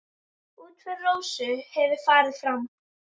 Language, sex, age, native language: Icelandic, female, 10, Icelandic